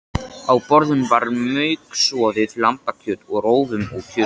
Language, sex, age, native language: Icelandic, male, 13, Icelandic